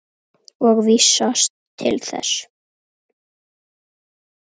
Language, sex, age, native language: Icelandic, female, 8, Icelandic